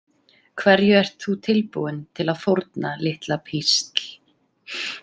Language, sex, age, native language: Icelandic, female, 30-39, Icelandic